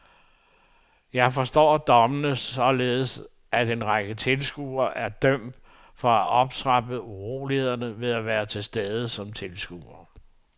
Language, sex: Danish, male